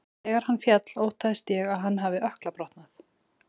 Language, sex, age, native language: Icelandic, female, 30-39, Icelandic